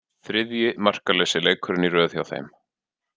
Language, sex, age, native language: Icelandic, male, 40-49, Icelandic